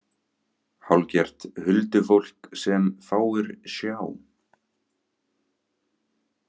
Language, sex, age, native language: Icelandic, male, 18-19, Icelandic